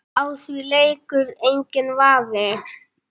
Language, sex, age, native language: Icelandic, female, 9, Icelandic